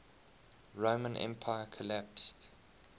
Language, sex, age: English, male, 21